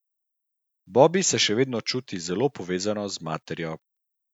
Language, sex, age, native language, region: Slovenian, male, 30-49, Slovenian, Central Slovenia